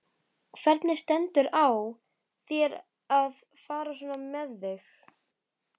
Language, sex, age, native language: Icelandic, female, 12, Icelandic